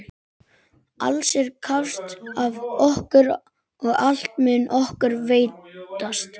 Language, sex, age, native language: Icelandic, male, 11, Icelandic